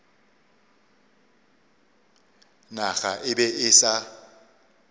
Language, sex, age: Northern Sotho, male, 35